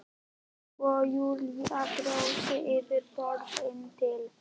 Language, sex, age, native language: Icelandic, male, 11, Icelandic